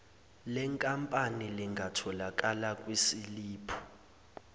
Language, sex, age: Zulu, male, 20